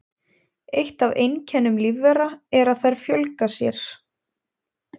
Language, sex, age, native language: Icelandic, female, 20-29, Icelandic